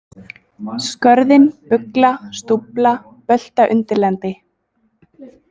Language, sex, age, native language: Icelandic, female, 20-29, Icelandic